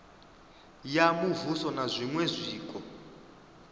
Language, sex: Venda, male